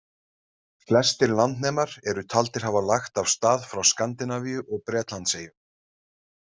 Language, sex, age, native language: Icelandic, male, 30-39, Icelandic